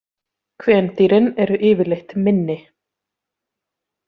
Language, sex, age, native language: Icelandic, female, 30-39, Icelandic